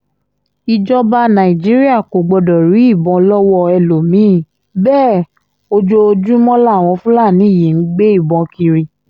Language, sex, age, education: Yoruba, female, 15-29, tertiary